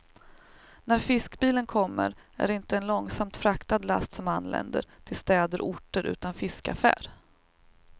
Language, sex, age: Swedish, female, 38